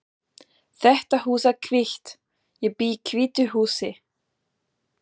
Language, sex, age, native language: Icelandic, female, 20-29, German